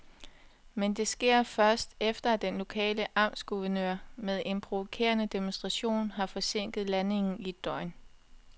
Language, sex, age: Danish, female, 21